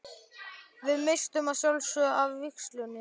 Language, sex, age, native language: Icelandic, male, 12, Icelandic